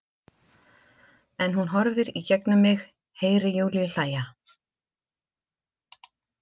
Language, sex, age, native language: Icelandic, female, 50-59, Icelandic